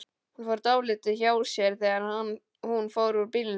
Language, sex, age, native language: Icelandic, male, 12, Icelandic